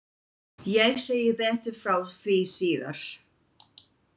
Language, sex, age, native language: Icelandic, female, 20-29, English